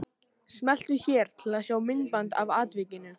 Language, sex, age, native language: Icelandic, male, 18-19, Icelandic